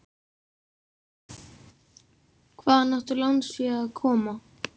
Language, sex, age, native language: Icelandic, female, 7, Icelandic